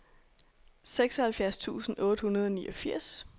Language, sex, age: Danish, female, 26